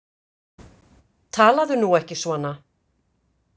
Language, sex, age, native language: Icelandic, female, 50-59, Icelandic